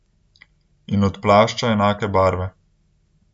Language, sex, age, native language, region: Slovenian, male, 18-29, Slovenian, Central Slovenia